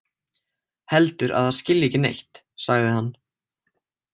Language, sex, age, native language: Icelandic, male, 18-19, Icelandic